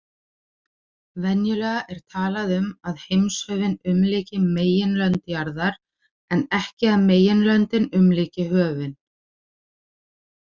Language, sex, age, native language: Icelandic, female, 40-49, Icelandic